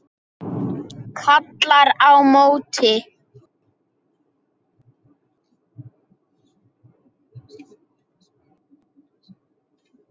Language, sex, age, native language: Icelandic, male, 6, Icelandic